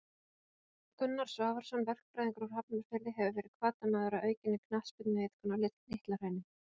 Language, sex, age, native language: Icelandic, female, 40-49, Icelandic